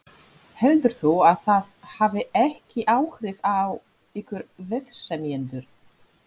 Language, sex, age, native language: Icelandic, female, 30-39, Polish